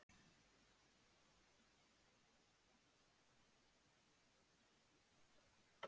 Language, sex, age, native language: Icelandic, female, 70-79, Icelandic